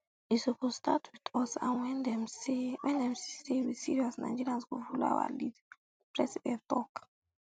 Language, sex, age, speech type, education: Nigerian Pidgin, female, 15-29, spontaneous, secondary